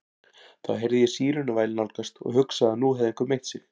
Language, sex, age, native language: Icelandic, male, 40-49, Icelandic